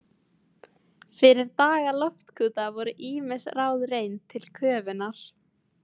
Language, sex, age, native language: Icelandic, female, 50-59, Icelandic